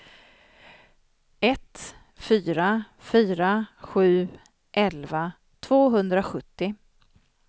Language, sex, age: Swedish, female, 40